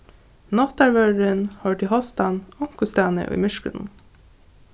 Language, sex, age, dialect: Faroese, female, 15-35, Norðuroyggjar